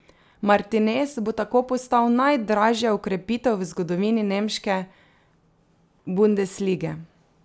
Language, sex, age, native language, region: Slovenian, female, 30-49, Slovenian, Drava region